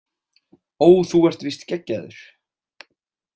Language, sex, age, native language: Icelandic, male, 20-29, Icelandic